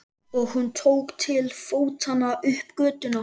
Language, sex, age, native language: Icelandic, male, 13, Icelandic